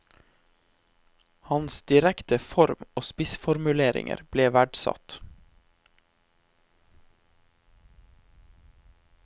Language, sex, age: Norwegian, male, 23